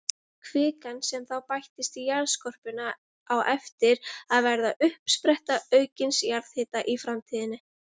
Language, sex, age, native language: Icelandic, female, 20-29, Icelandic